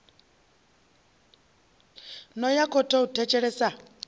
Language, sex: Venda, female